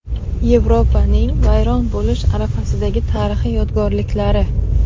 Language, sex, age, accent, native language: Uzbek, female, 35+, Qashqadaryo, Uzbek